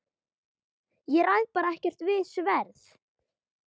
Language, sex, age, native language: Icelandic, female, 12, Icelandic